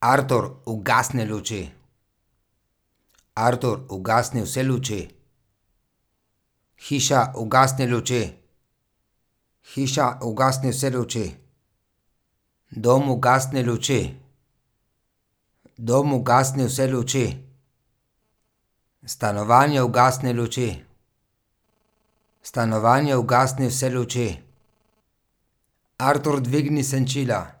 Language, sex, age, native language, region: Slovenian, male, 30-49, Slovenian, Gorica region